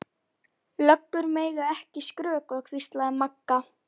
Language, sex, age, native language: Icelandic, female, 11, Icelandic